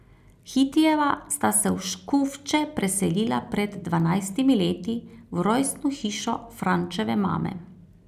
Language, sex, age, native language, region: Slovenian, female, 30-49, Slovenian, Carinthia region